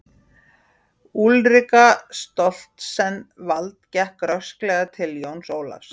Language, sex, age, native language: Icelandic, female, 40-49, Icelandic